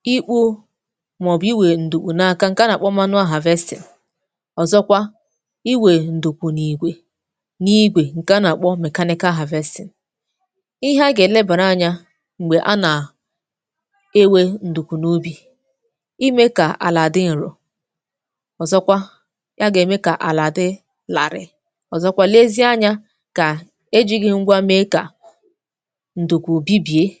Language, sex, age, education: Igbo, female, 15-29, tertiary